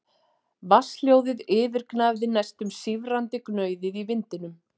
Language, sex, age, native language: Icelandic, female, 40-49, Icelandic